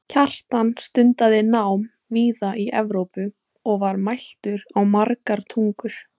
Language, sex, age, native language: Icelandic, female, 20-29, Icelandic